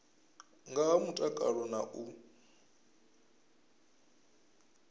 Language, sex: Venda, male